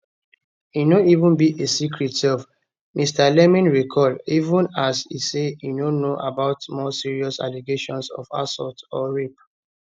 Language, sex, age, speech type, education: Nigerian Pidgin, male, 15-29, spontaneous, tertiary